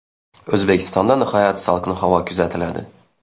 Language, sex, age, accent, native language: Uzbek, male, 19-29, Xorazm, Uzbek